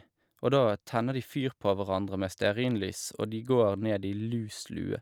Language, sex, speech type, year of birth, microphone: Norwegian, male, spontaneous, 1983, Shure